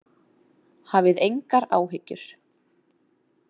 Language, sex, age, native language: Icelandic, female, 30-39, Icelandic